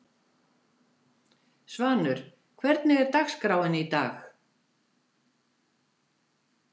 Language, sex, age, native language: Icelandic, female, 70-79, Icelandic